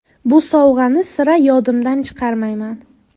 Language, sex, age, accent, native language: Uzbek, female, 18-24, Buxoro, Uzbek